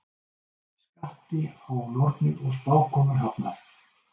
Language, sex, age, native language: Icelandic, male, 60-69, Icelandic